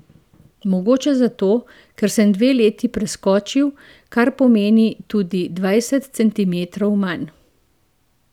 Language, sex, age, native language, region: Slovenian, female, 50-59, Slovenian, Central Slovenia